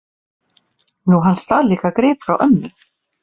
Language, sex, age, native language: Icelandic, female, 40-49, Icelandic